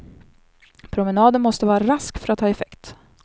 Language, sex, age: Swedish, female, 27